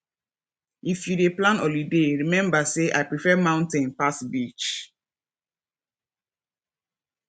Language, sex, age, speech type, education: Nigerian Pidgin, female, 15-29, spontaneous, tertiary